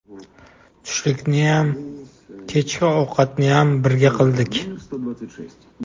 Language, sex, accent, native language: Uzbek, male, Toshkent shahri, Uzbek